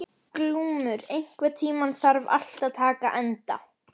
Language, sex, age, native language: Icelandic, female, 12, Icelandic